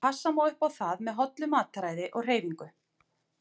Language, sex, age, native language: Icelandic, female, 40-49, Icelandic